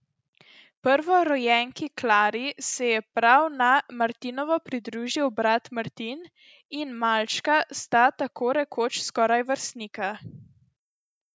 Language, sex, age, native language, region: Slovenian, female, 12-17, Slovenian, Central Slovenia